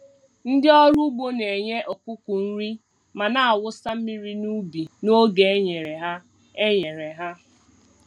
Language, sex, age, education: Igbo, female, 15-29, tertiary